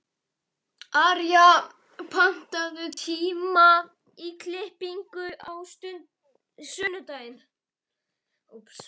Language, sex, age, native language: Icelandic, male, 11, Icelandic